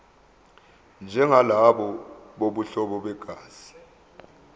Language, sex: Zulu, male